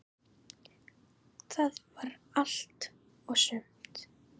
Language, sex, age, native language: Icelandic, female, 10, Icelandic